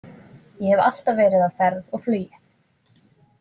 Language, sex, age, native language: Icelandic, female, 20-29, Icelandic